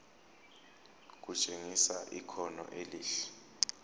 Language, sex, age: Zulu, male, 29